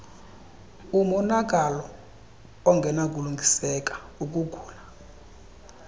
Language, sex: Xhosa, male